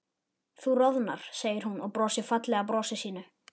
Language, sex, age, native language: Icelandic, male, 11, Icelandic